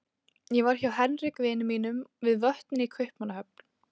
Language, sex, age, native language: Icelandic, female, 20-29, Icelandic